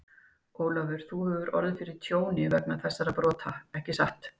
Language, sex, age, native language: Icelandic, female, 50-59, Icelandic